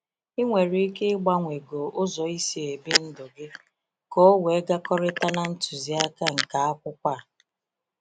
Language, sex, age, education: Igbo, female, 30-45, tertiary